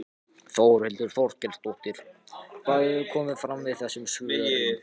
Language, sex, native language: Icelandic, other, Japanese